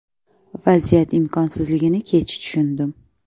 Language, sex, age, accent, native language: Uzbek, female, 18-24, Toshkent viloyati, Uzbek